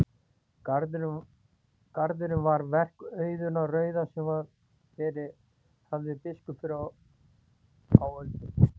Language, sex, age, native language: Icelandic, male, 40-49, Icelandic